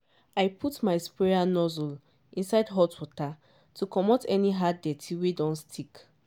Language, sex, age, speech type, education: Nigerian Pidgin, female, 15-29, spontaneous, tertiary